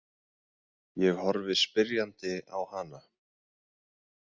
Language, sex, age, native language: Icelandic, male, 20-29, Icelandic